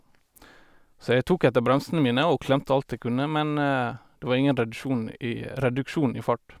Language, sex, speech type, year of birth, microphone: Norwegian, male, spontaneous, 1989, Sennheiser